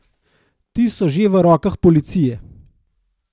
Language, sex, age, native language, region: Slovenian, male, 30-49, Slovenian, Gorenjska region